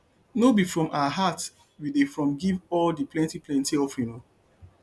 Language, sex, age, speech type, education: Nigerian Pidgin, male, 30-45, spontaneous, tertiary